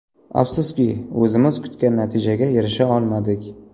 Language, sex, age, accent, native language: Uzbek, male, 25-34, Navoiy, Uzbek